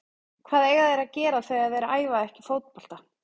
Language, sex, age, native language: Icelandic, female, 30-39, Icelandic